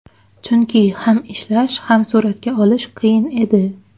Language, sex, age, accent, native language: Uzbek, female, 19-29, Xorazm, Uzbek